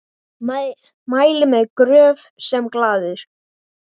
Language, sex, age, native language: Icelandic, male, 8, Icelandic